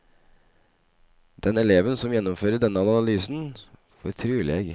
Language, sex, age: Norwegian, male, 25